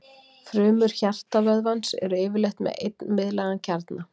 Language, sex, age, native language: Icelandic, female, 40-49, Icelandic